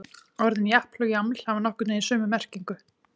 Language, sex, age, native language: Icelandic, female, 30-39, Icelandic